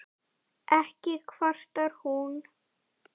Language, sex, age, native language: Icelandic, female, 10, Icelandic